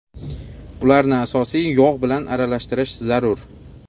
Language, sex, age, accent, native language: Uzbek, male, 25-34, Xorazm, Uzbek